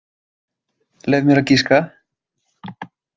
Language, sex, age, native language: Icelandic, male, 20-29, Icelandic